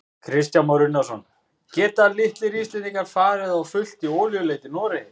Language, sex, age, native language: Icelandic, male, 20-29, Icelandic